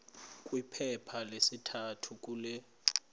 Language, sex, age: Xhosa, male, 20